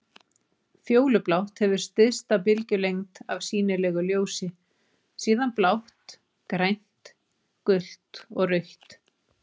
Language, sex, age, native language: Icelandic, female, 40-49, Icelandic